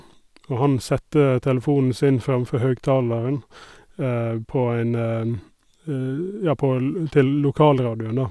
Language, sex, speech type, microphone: Norwegian, male, spontaneous, Sennheiser